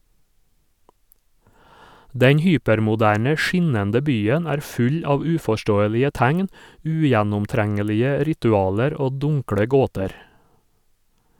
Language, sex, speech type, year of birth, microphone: Norwegian, male, read, 1956, Sennheiser